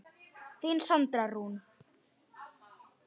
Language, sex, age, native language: Icelandic, male, 9, Icelandic